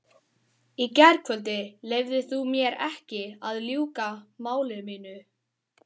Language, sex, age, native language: Icelandic, male, 12, Icelandic